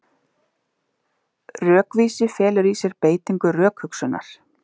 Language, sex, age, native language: Icelandic, female, 30-39, Icelandic